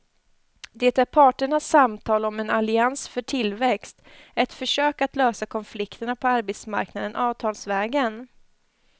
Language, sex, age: Swedish, female, 20